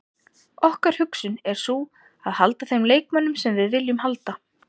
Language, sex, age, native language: Icelandic, female, 30-39, Icelandic